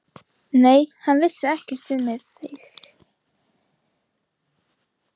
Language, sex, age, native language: Icelandic, female, 15, Icelandic